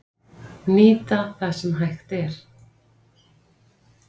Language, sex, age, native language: Icelandic, female, 50-59, Icelandic